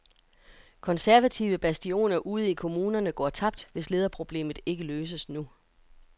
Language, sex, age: Danish, female, 42